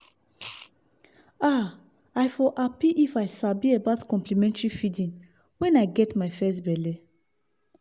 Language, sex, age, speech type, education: Nigerian Pidgin, female, 30-45, spontaneous, tertiary